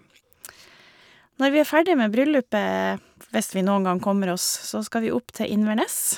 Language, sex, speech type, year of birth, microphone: Norwegian, female, spontaneous, 1973, Shure